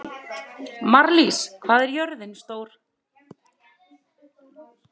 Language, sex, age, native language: Icelandic, female, 30-39, Icelandic